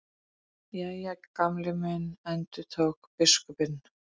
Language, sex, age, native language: Icelandic, female, 40-49, Icelandic